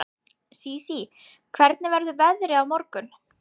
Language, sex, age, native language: Icelandic, female, 20-29, Icelandic